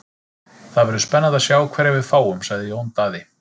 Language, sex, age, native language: Icelandic, male, 30-39, Icelandic